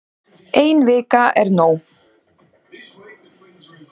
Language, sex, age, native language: Icelandic, female, 20-29, Icelandic